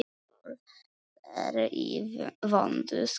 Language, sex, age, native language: Icelandic, male, 9, Polish